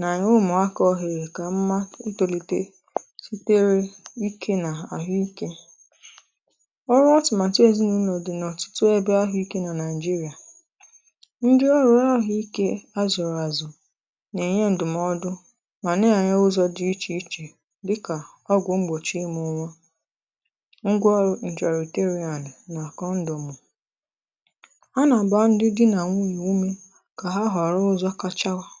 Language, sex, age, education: Igbo, female, 15-29, tertiary